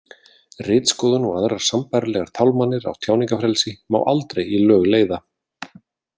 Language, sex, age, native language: Icelandic, male, 40-49, Icelandic